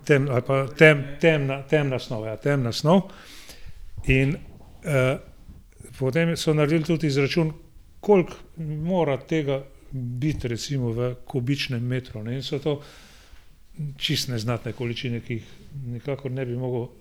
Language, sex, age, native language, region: Slovenian, male, 60+, Slovenian, Gorenjska region